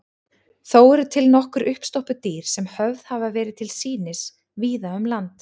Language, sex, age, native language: Icelandic, female, 30-39, Icelandic